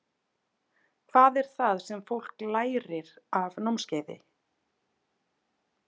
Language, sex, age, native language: Icelandic, female, 40-49, Icelandic